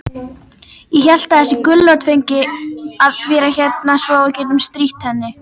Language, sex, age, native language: Icelandic, female, 18-19, Icelandic